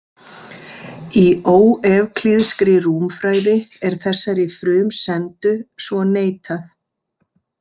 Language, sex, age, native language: Icelandic, female, 50-59, Icelandic